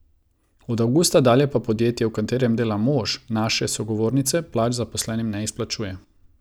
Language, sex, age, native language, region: Slovenian, male, 30-49, Croatian, Savinja region